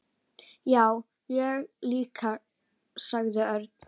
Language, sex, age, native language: Icelandic, female, 10, Icelandic